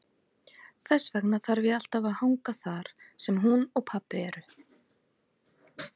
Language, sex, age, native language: Icelandic, female, 50-59, Icelandic